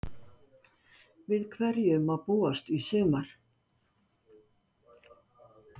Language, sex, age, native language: Icelandic, female, 60-69, Icelandic